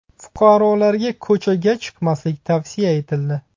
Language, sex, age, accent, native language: Uzbek, male, 30-39, Buxoro, Uzbek